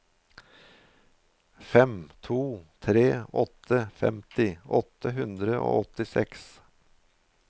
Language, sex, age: Norwegian, male, 53